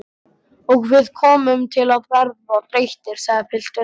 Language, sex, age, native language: Icelandic, male, 12, Icelandic